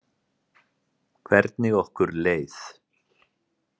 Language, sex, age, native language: Icelandic, male, 30-39, Icelandic